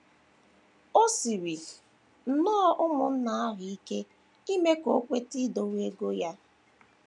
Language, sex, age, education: Igbo, female, 15-29, tertiary